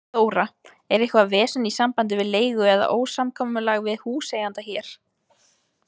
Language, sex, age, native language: Icelandic, female, 20-29, Icelandic